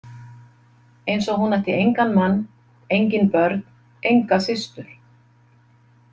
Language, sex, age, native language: Icelandic, female, 50-59, Icelandic